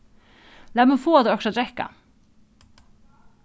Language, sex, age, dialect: Faroese, female, 36-60, Norðuroyggjar